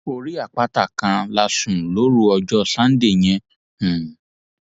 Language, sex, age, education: Yoruba, male, 15-29, tertiary